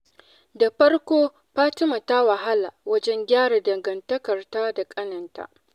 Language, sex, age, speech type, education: Hausa, female, 15-29, spontaneous, tertiary